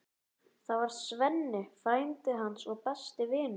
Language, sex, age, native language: Icelandic, male, 11, Icelandic